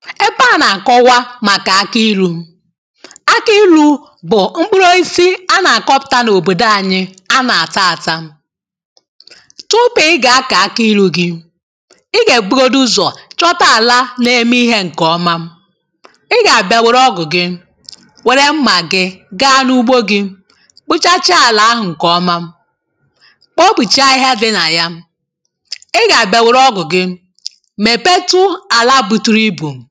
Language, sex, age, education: Igbo, female, 30-45, tertiary